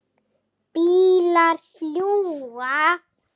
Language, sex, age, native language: Icelandic, female, 7, Icelandic